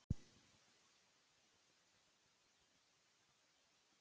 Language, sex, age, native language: Icelandic, female, 18-19, Icelandic